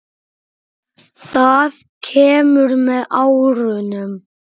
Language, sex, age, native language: Icelandic, male, 9, Icelandic